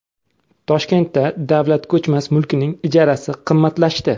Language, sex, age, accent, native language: Uzbek, male, 25-34, Samarqand, Uzbek